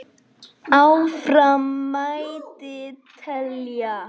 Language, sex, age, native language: Icelandic, male, 9, Icelandic